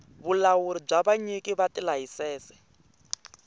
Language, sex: Tsonga, male